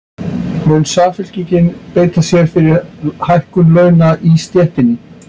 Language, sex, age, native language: Icelandic, male, 60-69, Icelandic